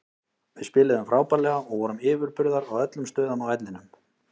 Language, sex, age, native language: Icelandic, male, 30-39, Icelandic